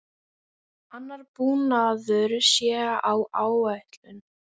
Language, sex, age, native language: Icelandic, female, 10, Icelandic